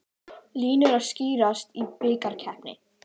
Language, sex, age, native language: Icelandic, female, 18-19, Icelandic